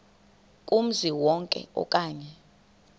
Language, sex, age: Xhosa, female, 21